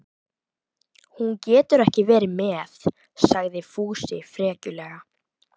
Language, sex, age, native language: Icelandic, female, 12, Icelandic